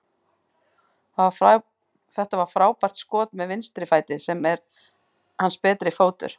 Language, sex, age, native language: Icelandic, female, 40-49, Icelandic